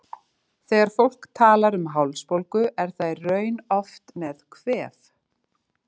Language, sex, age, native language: Icelandic, female, 30-39, Icelandic